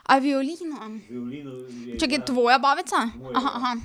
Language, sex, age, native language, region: Slovenian, female, 18-29, Slovenian, Drava region